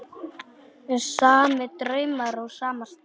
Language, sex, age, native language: Icelandic, male, 10, Polish